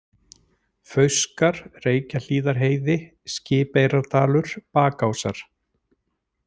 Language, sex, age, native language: Icelandic, male, 40-49, Icelandic